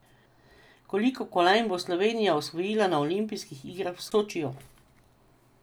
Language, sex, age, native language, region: Slovenian, female, 50-59, Slovenian, Drava region